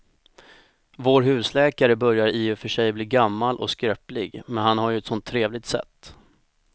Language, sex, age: Swedish, male, 25